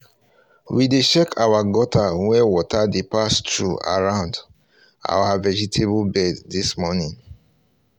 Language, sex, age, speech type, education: Nigerian Pidgin, male, 30-45, spontaneous, tertiary